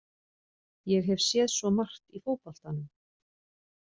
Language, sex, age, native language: Icelandic, female, 40-49, Icelandic